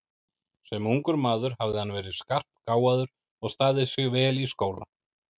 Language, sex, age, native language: Icelandic, male, 30-39, Icelandic